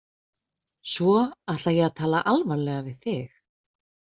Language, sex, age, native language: Icelandic, female, 20-29, Icelandic